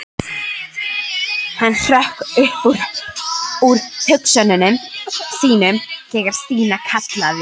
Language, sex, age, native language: Icelandic, female, 13, Icelandic